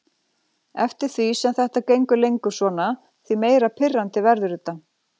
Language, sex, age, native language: Icelandic, female, 40-49, Icelandic